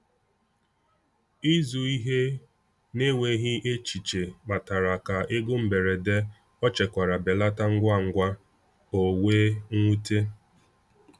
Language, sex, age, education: Igbo, male, 15-29, tertiary